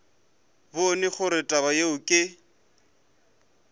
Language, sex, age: Northern Sotho, male, 20